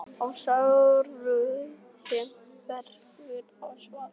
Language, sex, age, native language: Icelandic, male, 11, Icelandic